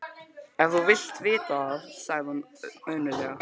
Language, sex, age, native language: Icelandic, male, 12, Icelandic